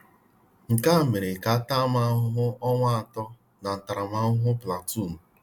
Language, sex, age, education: Igbo, male, 30-45, tertiary